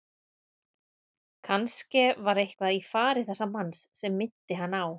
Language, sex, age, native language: Icelandic, female, 30-39, Icelandic